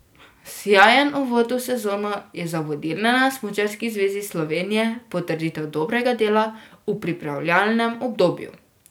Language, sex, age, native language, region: Slovenian, female, 12-17, Slovenian, Drava region